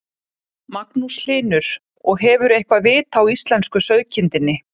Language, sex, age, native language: Icelandic, female, 30-39, Icelandic